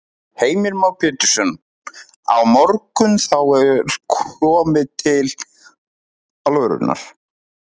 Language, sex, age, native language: Icelandic, male, 30-39, Icelandic